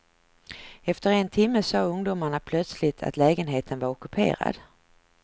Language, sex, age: Swedish, female, 49